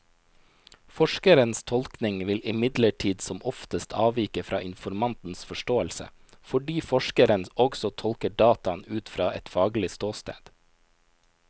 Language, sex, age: Norwegian, male, 29